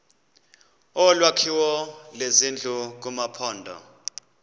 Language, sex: Xhosa, male